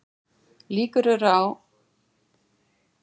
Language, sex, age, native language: Icelandic, female, 40-49, Icelandic